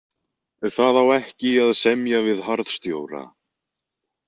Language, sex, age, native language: Icelandic, male, 20-29, Icelandic